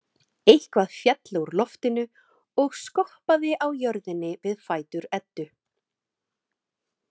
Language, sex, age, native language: Icelandic, female, 30-39, Icelandic